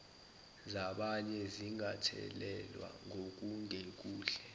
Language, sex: Zulu, male